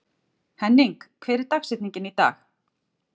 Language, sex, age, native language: Icelandic, female, 40-49, Icelandic